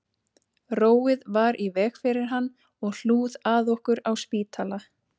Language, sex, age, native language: Icelandic, female, 30-39, Icelandic